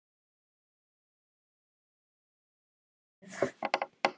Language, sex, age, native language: Icelandic, male, 9, Icelandic